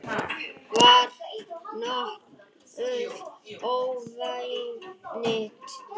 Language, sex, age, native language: Icelandic, other, 40-49, Icelandic